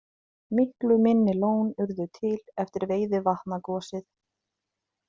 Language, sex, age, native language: Icelandic, female, 30-39, Icelandic